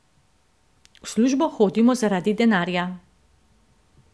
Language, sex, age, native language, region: Slovenian, female, 50-59, Slovenian, Central Slovenia